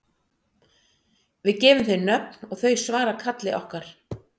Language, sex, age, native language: Icelandic, female, 60-69, Icelandic